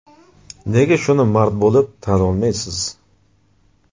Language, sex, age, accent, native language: Uzbek, male, 25-34, Jizzax, Uzbek